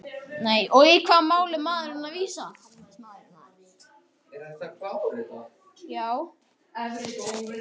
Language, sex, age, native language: Icelandic, male, 12, Icelandic